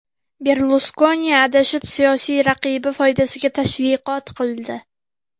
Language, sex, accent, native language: Uzbek, female, Farg'ona, Uzbek